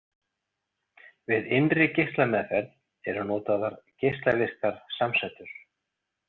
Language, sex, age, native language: Icelandic, male, 40-49, Icelandic